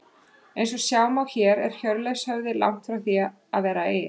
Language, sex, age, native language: Icelandic, female, 30-39, Icelandic